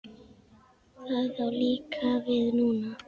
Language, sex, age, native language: Icelandic, female, 10, Icelandic